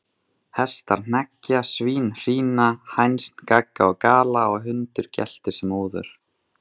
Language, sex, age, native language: Icelandic, male, 20-29, Icelandic